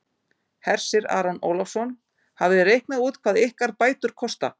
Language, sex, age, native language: Icelandic, female, 50-59, Icelandic